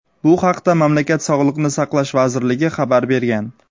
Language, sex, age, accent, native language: Uzbek, male, 19-29, Sirdaryo, Uzbek